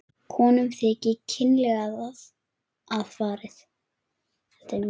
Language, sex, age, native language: Icelandic, male, 9, Icelandic